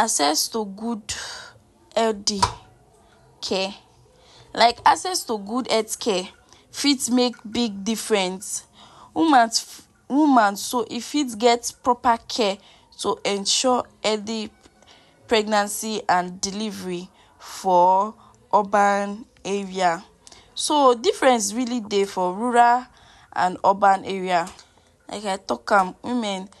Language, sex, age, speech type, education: Nigerian Pidgin, female, 46-60, spontaneous, tertiary